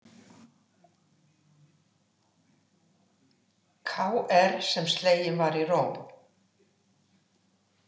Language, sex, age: Icelandic, female, 70-79